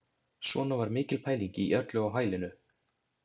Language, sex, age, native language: Icelandic, male, 20-29, Icelandic